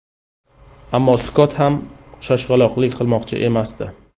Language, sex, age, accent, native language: Uzbek, male, 35+, Qashqadaryo, Uzbek